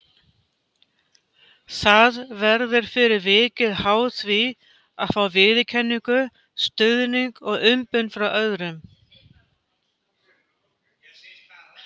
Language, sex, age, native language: Icelandic, female, 50-59, Icelandic